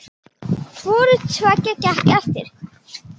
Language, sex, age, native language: Icelandic, female, 10, Icelandic